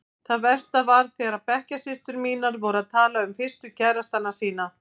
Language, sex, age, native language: Icelandic, female, 50-59, Icelandic